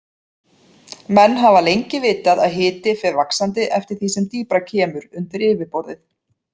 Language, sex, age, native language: Icelandic, female, 40-49, Icelandic